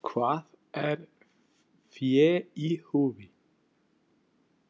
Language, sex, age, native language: Icelandic, male, 40-49, Spanish